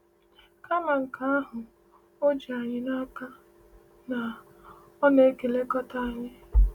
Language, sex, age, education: Igbo, female, 15-29, tertiary